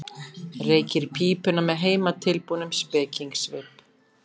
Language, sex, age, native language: Icelandic, female, 50-59, Icelandic